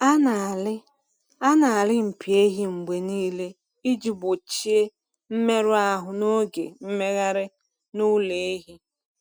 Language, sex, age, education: Igbo, female, 30-45, tertiary